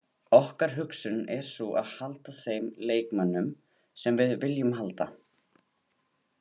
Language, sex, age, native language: Icelandic, male, 18-19, Icelandic